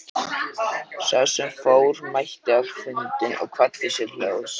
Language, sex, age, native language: Icelandic, male, 13, Icelandic